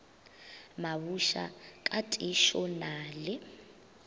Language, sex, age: Northern Sotho, female, 22